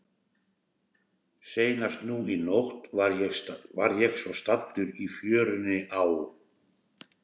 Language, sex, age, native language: Icelandic, male, 60-69, Icelandic